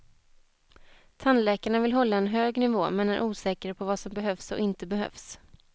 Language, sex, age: Swedish, female, 21